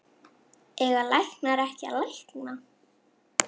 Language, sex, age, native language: Icelandic, female, 10, Icelandic